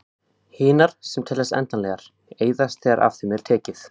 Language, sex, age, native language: Icelandic, male, 15, Icelandic